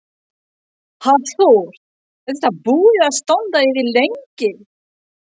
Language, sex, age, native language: Icelandic, female, 60-69, French